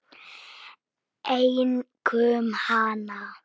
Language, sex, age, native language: Icelandic, female, 6, Icelandic